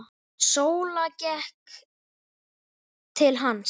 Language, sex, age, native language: Icelandic, male, 8, Icelandic